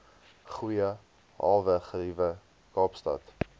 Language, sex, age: Afrikaans, male, 20